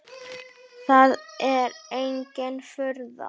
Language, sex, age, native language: Icelandic, male, 8, Icelandic